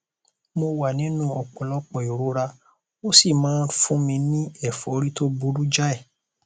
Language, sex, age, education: Yoruba, male, 15-29, tertiary